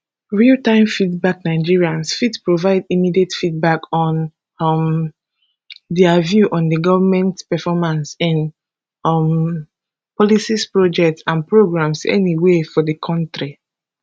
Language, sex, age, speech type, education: Nigerian Pidgin, female, 15-29, spontaneous, tertiary